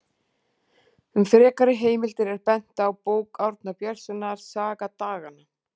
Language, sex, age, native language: Icelandic, female, 40-49, Icelandic